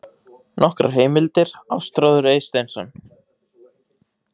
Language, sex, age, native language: Icelandic, male, 18-19, Icelandic